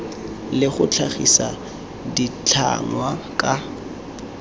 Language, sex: Tswana, male